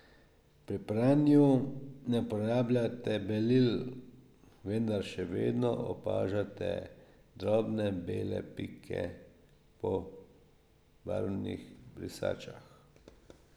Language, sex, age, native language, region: Slovenian, male, 50-59, Slovenian, Drava region